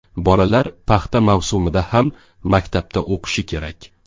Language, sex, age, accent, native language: Uzbek, male, 12-17, Sirdaryo, Uzbek